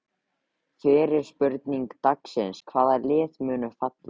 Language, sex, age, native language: Icelandic, male, 13, Icelandic